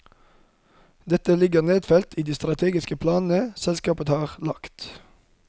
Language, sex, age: Norwegian, male, 31